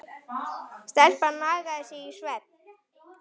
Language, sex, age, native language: Icelandic, male, 9, Icelandic